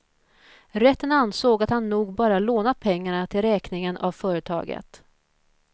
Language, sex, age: Swedish, female, 41